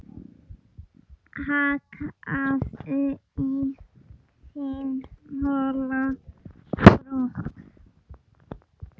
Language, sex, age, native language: Icelandic, female, 10, Icelandic